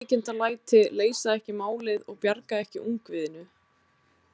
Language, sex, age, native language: Icelandic, female, 20-29, Icelandic